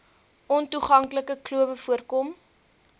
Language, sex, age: Afrikaans, female, 22